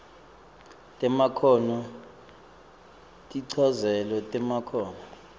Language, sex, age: Swati, male, 24